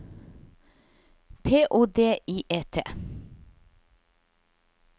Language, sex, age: Norwegian, female, 50